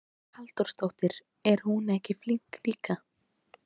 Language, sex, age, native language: Icelandic, female, 18-19, Icelandic